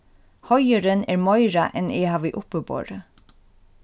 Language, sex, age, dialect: Faroese, female, 36-60, Norðurstreymoy/Eysturoy